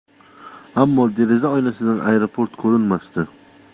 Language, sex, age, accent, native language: Uzbek, male, 25-34, Toshkent shahri, Uzbek